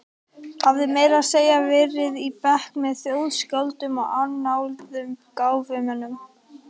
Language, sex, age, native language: Icelandic, female, 18-19, Icelandic